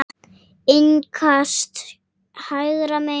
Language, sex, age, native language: Icelandic, female, 8, Icelandic